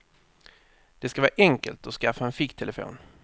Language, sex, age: Swedish, male, 30